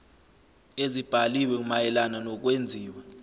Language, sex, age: Zulu, male, 25